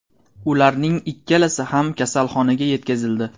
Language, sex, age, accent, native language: Uzbek, male, 19-29, Namangan, Uzbek